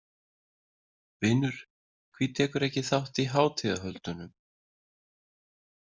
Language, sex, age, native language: Icelandic, male, 30-39, Icelandic